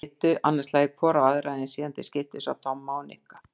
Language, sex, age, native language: Icelandic, female, 60-69, Icelandic